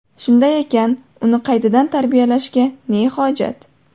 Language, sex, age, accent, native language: Uzbek, female, 18-24, Farg'ona, Uzbek